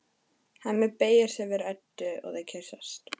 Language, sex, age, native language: Icelandic, female, 13, Icelandic